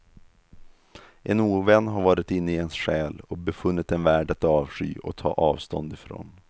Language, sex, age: Swedish, male, 32